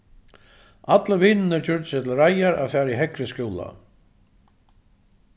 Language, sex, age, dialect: Faroese, male, 36-60, Suðuroy